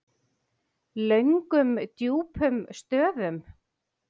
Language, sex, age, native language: Icelandic, female, 8, Icelandic